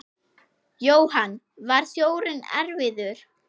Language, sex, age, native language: Icelandic, female, 6, Icelandic